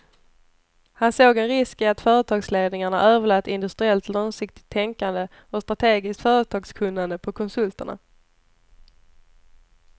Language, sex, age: Swedish, female, 29